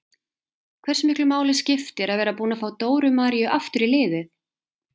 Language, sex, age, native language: Icelandic, female, 30-39, Icelandic